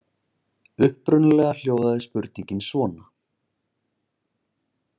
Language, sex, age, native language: Icelandic, male, 20-29, Icelandic